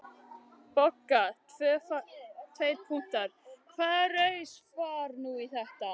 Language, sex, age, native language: Icelandic, other, 12, Icelandic